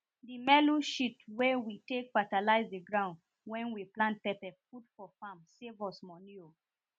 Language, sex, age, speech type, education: Nigerian Pidgin, female, 30-45, spontaneous, tertiary